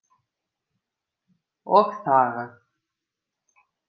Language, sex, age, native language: Icelandic, female, 50-59, Icelandic